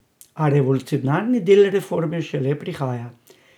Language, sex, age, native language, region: Slovenian, male, 60+, Slovenian, Drava region